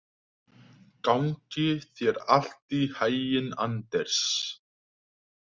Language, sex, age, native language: Icelandic, male, 20-29, Icelandic